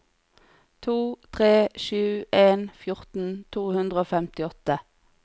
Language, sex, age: Norwegian, female, 40